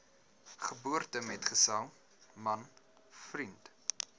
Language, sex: Afrikaans, male